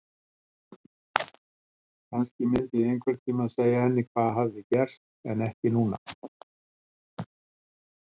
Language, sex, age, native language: Icelandic, male, 60-69, Icelandic